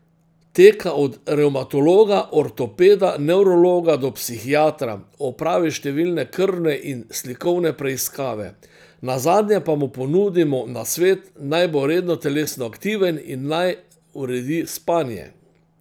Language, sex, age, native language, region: Slovenian, male, 60+, Slovenian, Central Slovenia